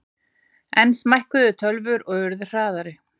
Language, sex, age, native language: Icelandic, female, 40-49, Icelandic